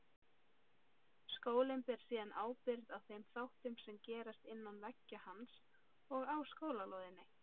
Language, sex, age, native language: Icelandic, female, 30-39, Icelandic